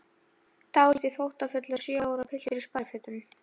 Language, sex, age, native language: Icelandic, female, 11, Icelandic